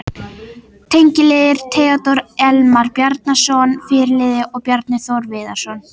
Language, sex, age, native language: Icelandic, female, 18-19, Icelandic